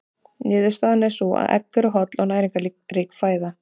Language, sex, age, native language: Icelandic, female, 30-39, Icelandic